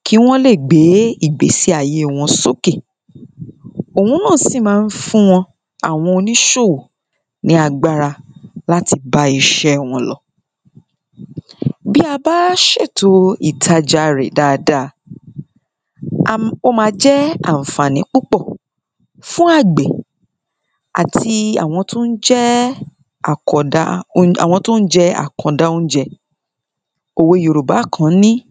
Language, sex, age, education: Yoruba, female, 30-45, secondary